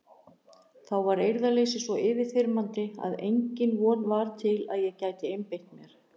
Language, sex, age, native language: Icelandic, female, 60-69, Icelandic